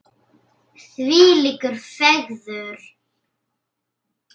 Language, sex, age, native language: Icelandic, female, 8, Icelandic